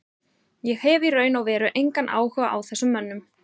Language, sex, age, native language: Icelandic, female, 30-39, Icelandic